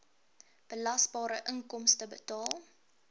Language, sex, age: Afrikaans, female, 23